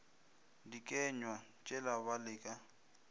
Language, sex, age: Northern Sotho, male, 25